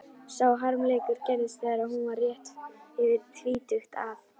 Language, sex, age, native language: Icelandic, female, 11, Icelandic